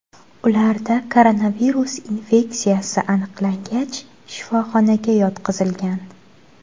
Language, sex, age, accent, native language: Uzbek, female, 18-24, Xorazm, Uzbek